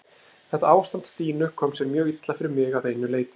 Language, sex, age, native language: Icelandic, male, 30-39, Icelandic